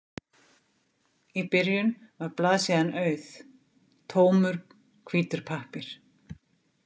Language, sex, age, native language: Icelandic, female, 50-59, Icelandic